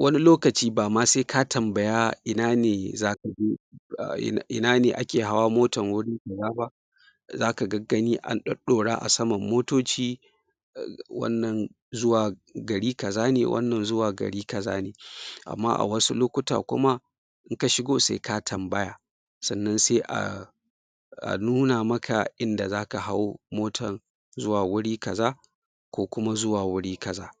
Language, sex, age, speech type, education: Hausa, male, 30-45, spontaneous, secondary